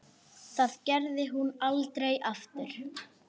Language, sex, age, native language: Icelandic, female, 10, Icelandic